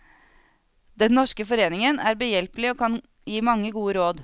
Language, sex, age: Norwegian, female, 36